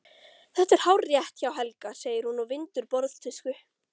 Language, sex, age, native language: Icelandic, female, 13, Icelandic